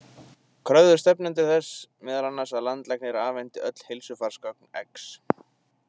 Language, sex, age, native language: Icelandic, male, 20-29, Icelandic